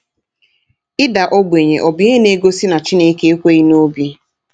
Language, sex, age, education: Igbo, female, 30-45, tertiary